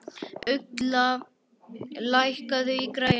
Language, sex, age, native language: Icelandic, male, 11, Icelandic